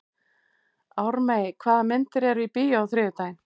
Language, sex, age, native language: Icelandic, female, 18-19, Icelandic